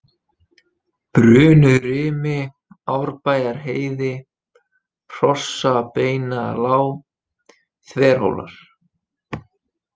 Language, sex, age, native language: Icelandic, male, 20-29, Icelandic